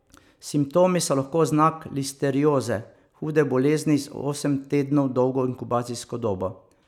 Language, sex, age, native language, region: Slovenian, male, 50-59, Slovenian, Savinja region